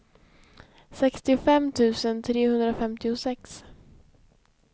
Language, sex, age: Swedish, female, 20